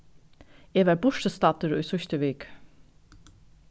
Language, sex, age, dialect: Faroese, female, 36-60, Norðuroyggjar